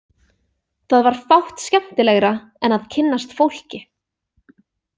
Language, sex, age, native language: Icelandic, female, 20-29, Icelandic